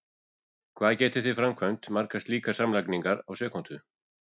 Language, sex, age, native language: Icelandic, female, 40-49, Icelandic